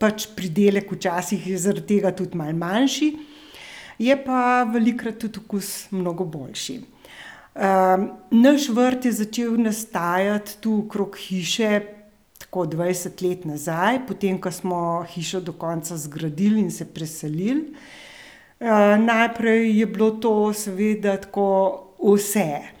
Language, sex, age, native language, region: Slovenian, female, 60+, Slovenian, Central Slovenia